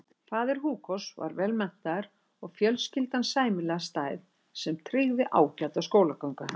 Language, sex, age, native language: Icelandic, female, 60-69, Icelandic